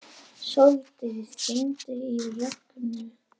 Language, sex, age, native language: Icelandic, female, 11, Icelandic